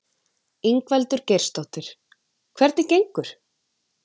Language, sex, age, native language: Icelandic, female, 20-29, Icelandic